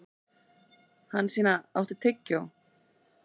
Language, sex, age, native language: Icelandic, female, 30-39, Icelandic